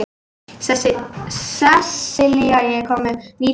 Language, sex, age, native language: Icelandic, female, 18-19, Icelandic